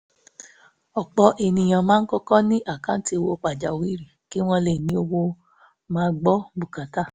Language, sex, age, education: Yoruba, female, 15-29, tertiary